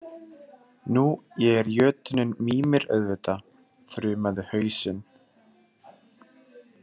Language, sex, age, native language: Icelandic, male, 30-39, Icelandic